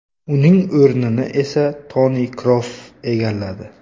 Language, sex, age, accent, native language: Uzbek, male, 25-34, Buxoro, Uzbek